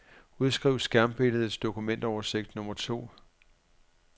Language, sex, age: Danish, male, 44